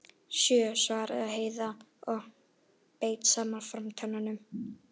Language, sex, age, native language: Icelandic, female, 11, Icelandic